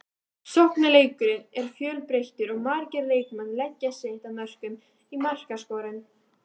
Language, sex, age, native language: Icelandic, female, 18-19, Icelandic